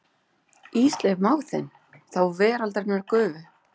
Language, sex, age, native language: Icelandic, female, 40-49, Icelandic